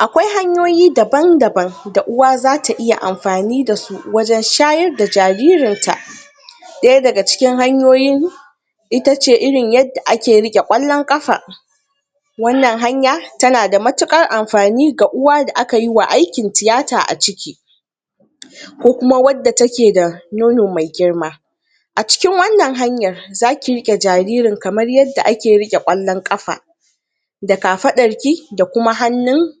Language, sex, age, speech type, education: Hausa, female, 46-60, spontaneous, tertiary